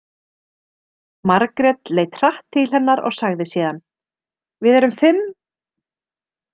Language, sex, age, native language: Icelandic, female, 30-39, Icelandic